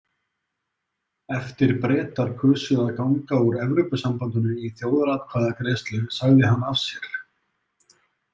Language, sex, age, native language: Icelandic, male, 30-39, Icelandic